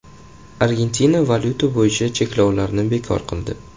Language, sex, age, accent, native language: Uzbek, male, 18-24, Jizzax, Uzbek